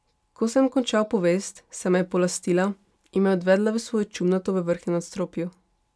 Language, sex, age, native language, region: Slovenian, female, 18-29, Slovenian, Pomurje region